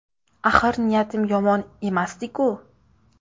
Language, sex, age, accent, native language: Uzbek, female, 18-24, Samarqand, Uzbek